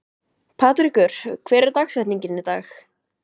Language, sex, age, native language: Icelandic, male, 12, Icelandic